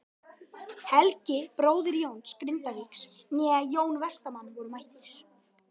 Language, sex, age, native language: Icelandic, male, 12, Icelandic